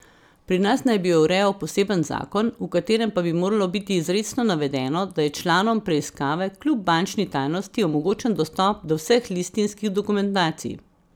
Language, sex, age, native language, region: Slovenian, female, 50-59, Slovenian, Central Slovenia